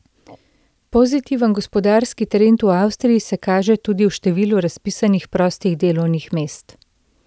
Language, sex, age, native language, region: Slovenian, female, 30-49, Slovenian, Central Slovenia